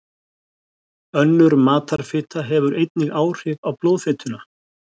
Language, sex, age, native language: Icelandic, male, 60-69, Icelandic